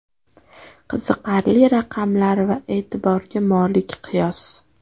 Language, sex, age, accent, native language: Uzbek, female, 18-24, Toshkent shahri, Uzbek